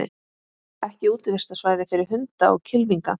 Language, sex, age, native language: Icelandic, female, 20-29, Icelandic